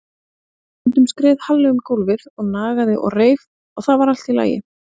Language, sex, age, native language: Icelandic, female, 30-39, Icelandic